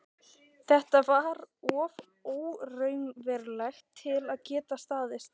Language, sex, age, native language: Icelandic, female, 12, Icelandic